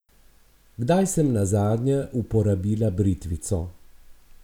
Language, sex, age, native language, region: Slovenian, male, 50-59, Slovenian, Abroad